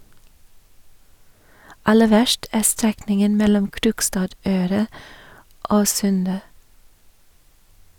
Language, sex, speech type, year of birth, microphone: Norwegian, female, read, 1961, Sennheiser